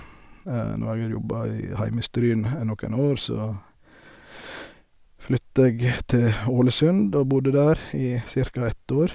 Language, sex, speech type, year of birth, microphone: Norwegian, male, spontaneous, 1971, Sennheiser